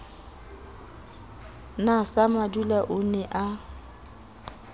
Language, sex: Southern Sotho, female